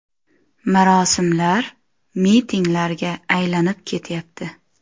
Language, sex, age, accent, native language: Uzbek, female, 25-34, Xorazm, Uzbek